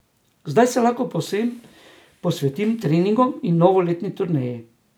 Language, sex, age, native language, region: Slovenian, male, 60+, Slovenian, Drava region